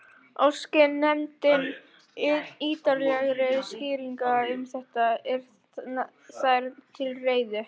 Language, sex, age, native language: Icelandic, female, 12, Icelandic